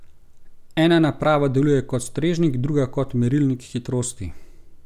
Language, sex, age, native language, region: Slovenian, male, 30-49, Slovenian, Gorenjska region